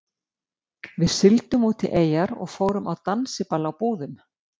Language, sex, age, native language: Icelandic, female, 50-59, Icelandic